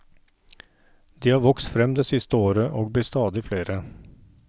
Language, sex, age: Norwegian, male, 39